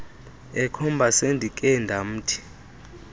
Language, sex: Xhosa, male